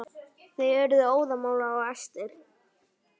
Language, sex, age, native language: Icelandic, male, 9, Icelandic